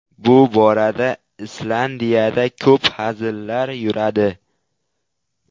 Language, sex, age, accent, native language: Uzbek, male, 12-17, Qashqadaryo, Uzbek